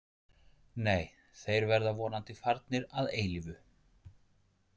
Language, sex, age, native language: Icelandic, male, 40-49, Icelandic